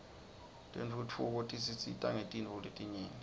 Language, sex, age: Swati, male, 20